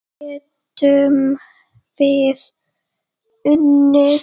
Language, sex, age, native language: Icelandic, female, 8, Icelandic